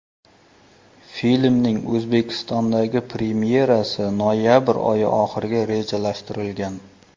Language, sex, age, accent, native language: Uzbek, male, 35+, Surxondaryo, Uzbek